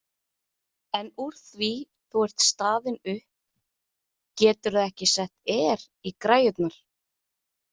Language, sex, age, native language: Icelandic, female, 30-39, Icelandic